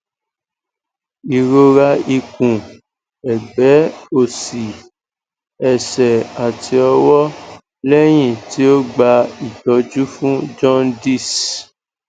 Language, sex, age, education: Yoruba, male, 15-29, tertiary